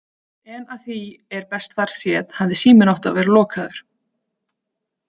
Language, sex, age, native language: Icelandic, female, 30-39, Icelandic